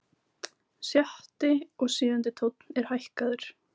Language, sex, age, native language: Icelandic, female, 18-19, Icelandic